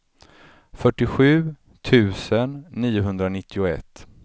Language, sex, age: Swedish, male, 35